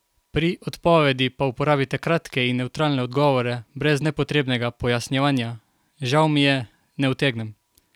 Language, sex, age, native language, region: Slovenian, male, 18-29, Slovenian, Carinthia region